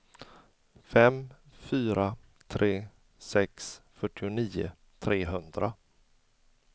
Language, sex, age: Swedish, male, 40